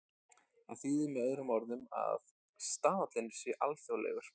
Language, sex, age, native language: Icelandic, male, 20-29, Icelandic